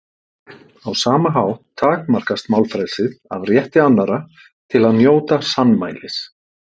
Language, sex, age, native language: Icelandic, male, 50-59, Icelandic